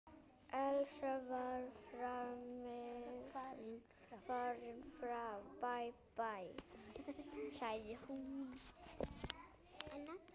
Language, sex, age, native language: Icelandic, female, 9, Icelandic